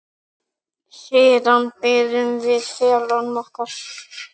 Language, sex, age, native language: Icelandic, male, 9, Icelandic